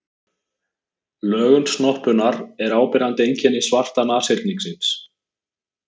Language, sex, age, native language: Icelandic, male, 20-29, Icelandic